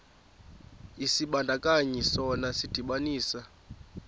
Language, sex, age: Xhosa, female, 28